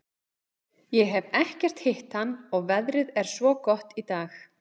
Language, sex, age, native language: Icelandic, female, 30-39, Icelandic